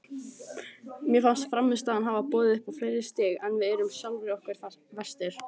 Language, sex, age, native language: Icelandic, other, 18-19, Icelandic